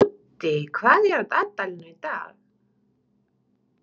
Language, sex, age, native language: Icelandic, female, 30-39, Romanian